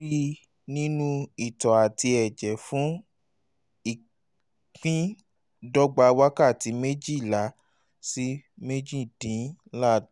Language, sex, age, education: Yoruba, male, 30-45, tertiary